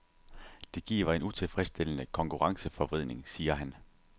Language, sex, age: Danish, male, 30